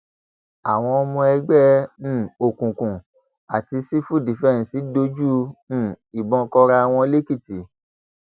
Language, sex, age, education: Yoruba, male, 30-45, tertiary